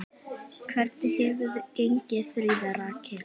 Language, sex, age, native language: Icelandic, female, 10, Icelandic